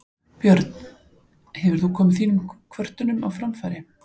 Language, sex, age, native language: Icelandic, male, 15, Icelandic